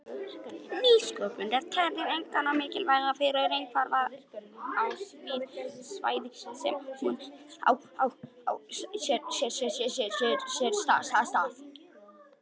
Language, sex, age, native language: Icelandic, female, 50-59, Icelandic